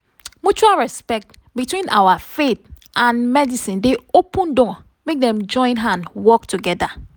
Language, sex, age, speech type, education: Nigerian Pidgin, female, 30-45, spontaneous, tertiary